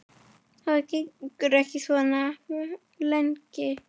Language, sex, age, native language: Icelandic, female, 10, Icelandic